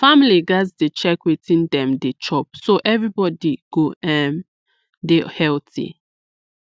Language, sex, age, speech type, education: Nigerian Pidgin, female, 15-29, spontaneous, tertiary